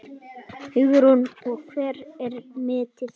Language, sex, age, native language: Icelandic, male, 9, Icelandic